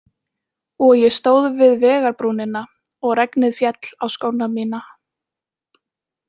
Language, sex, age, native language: Icelandic, female, 20-29, Icelandic